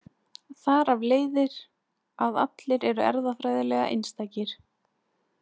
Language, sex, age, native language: Icelandic, female, 20-29, Icelandic